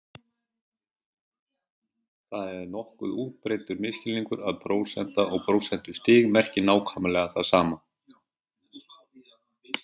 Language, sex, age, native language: Icelandic, male, 40-49, Icelandic